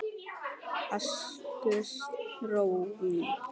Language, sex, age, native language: Icelandic, male, 10, Icelandic